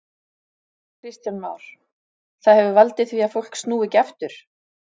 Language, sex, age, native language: Icelandic, female, 40-49, Icelandic